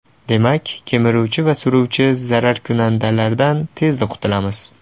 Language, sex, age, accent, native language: Uzbek, male, 18-24, Toshkent shahri, Uzbek